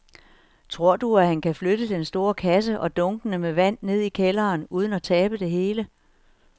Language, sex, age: Danish, female, 61